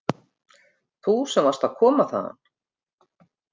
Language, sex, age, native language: Icelandic, female, 50-59, Icelandic